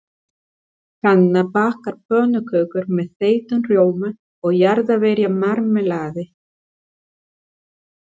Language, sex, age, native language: Icelandic, female, 40-49, Spanish